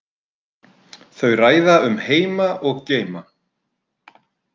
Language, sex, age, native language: Icelandic, male, 30-39, Icelandic